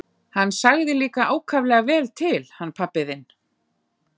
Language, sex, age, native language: Icelandic, female, 11, Icelandic